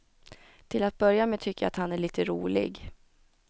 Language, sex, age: Swedish, female, 29